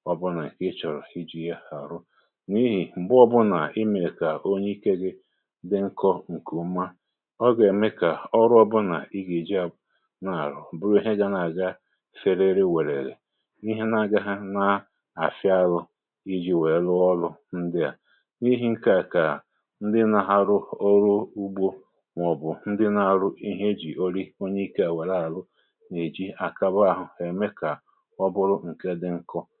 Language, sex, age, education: Igbo, male, 30-45, tertiary